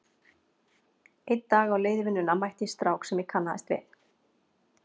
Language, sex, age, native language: Icelandic, female, 40-49, Icelandic